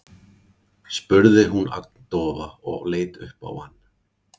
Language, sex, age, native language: Icelandic, male, 40-49, Icelandic